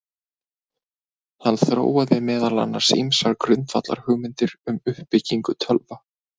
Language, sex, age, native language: Icelandic, male, 20-29, Icelandic